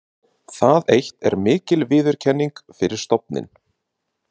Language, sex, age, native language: Icelandic, male, 30-39, Icelandic